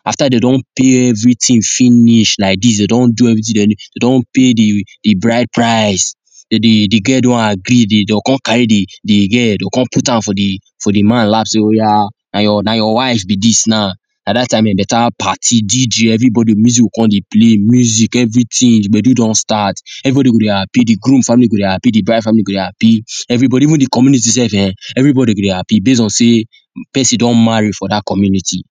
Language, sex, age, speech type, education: Nigerian Pidgin, male, 15-29, spontaneous, tertiary